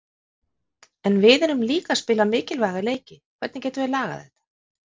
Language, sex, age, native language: Icelandic, female, 50-59, Icelandic